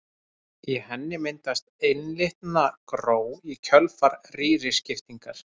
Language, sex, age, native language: Icelandic, male, 30-39, Icelandic